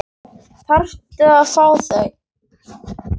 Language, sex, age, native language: Icelandic, male, 8, Icelandic